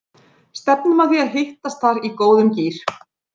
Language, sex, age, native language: Icelandic, female, 40-49, Icelandic